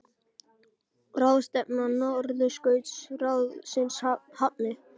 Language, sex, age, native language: Icelandic, male, 18-19, Icelandic